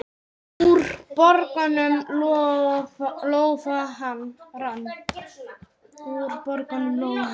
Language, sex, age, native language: Icelandic, male, 8, Icelandic